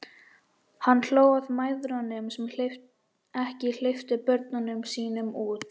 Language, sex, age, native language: Icelandic, male, 13, Icelandic